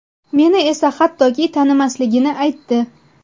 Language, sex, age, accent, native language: Uzbek, female, 19-29, Xorazm, Uzbek